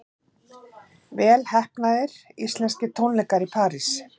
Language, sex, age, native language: Icelandic, female, 40-49, Icelandic